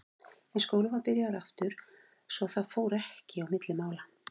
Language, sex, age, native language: Icelandic, female, 40-49, Icelandic